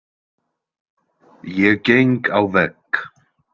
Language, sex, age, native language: Icelandic, male, 20-29, Icelandic